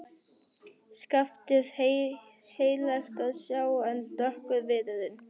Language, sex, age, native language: Icelandic, female, 11, Icelandic